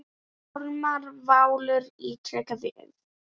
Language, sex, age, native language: Icelandic, female, 8, Icelandic